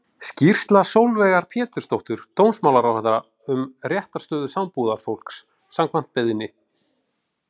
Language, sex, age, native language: Icelandic, male, 40-49, Icelandic